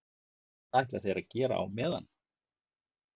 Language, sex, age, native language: Icelandic, male, 50-59, Icelandic